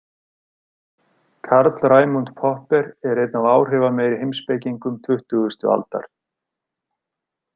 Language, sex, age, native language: Icelandic, male, 30-39, Icelandic